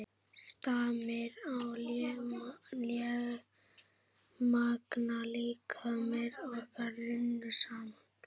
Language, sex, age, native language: Icelandic, female, 11, Icelandic